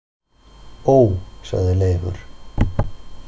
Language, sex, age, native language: Icelandic, male, 40-49, Icelandic